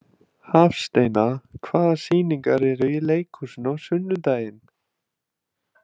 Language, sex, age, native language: Icelandic, male, 20-29, Icelandic